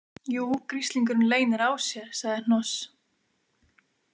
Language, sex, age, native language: Icelandic, female, 20-29, Icelandic